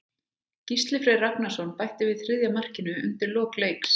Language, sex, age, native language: Icelandic, female, 30-39, Icelandic